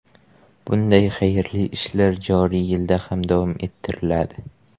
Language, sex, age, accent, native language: Uzbek, male, 18-24, Qashqadaryo, Uzbek